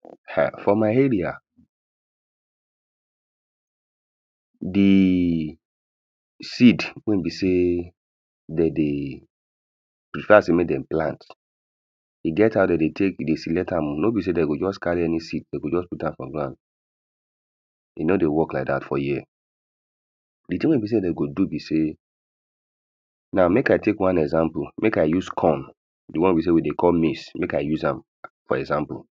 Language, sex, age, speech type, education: Nigerian Pidgin, male, 30-45, spontaneous, primary